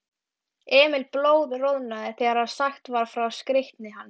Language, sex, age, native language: Icelandic, female, 12, Icelandic